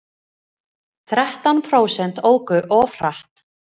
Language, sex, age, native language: Icelandic, female, 20-29, Icelandic